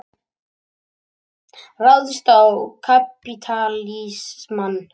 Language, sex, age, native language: Icelandic, male, 18-19, Icelandic